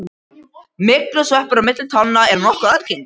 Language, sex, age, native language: Icelandic, male, 13, Icelandic